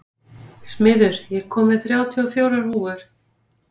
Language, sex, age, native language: Icelandic, female, 50-59, Icelandic